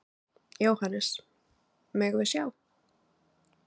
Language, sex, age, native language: Icelandic, other, 20-29, Icelandic